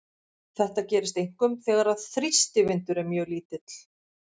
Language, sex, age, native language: Icelandic, female, 50-59, Icelandic